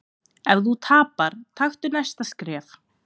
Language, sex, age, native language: Icelandic, female, 20-29, Icelandic